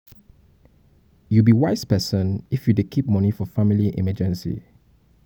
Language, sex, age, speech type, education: Nigerian Pidgin, male, 30-45, spontaneous, tertiary